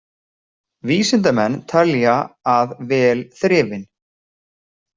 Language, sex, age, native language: Icelandic, male, 40-49, Icelandic